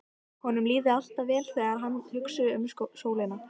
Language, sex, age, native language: Icelandic, female, 13, Icelandic